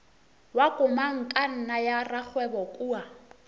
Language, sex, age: Northern Sotho, female, 24